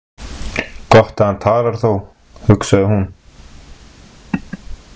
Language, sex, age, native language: Icelandic, male, 20-29, Icelandic